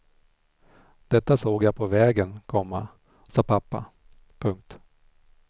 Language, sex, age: Swedish, male, 46